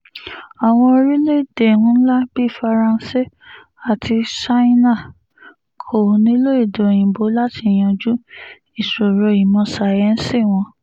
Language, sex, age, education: Yoruba, female, 30-45, tertiary